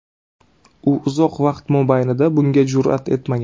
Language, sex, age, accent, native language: Uzbek, male, 30-39, Navoiy, Uzbek